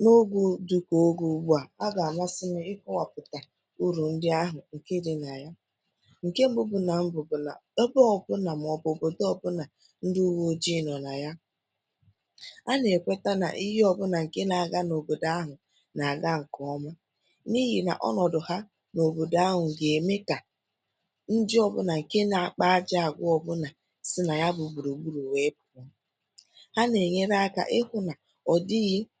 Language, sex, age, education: Igbo, female, 15-29, secondary